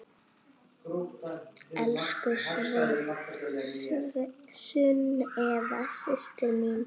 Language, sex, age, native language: Icelandic, female, 8, Icelandic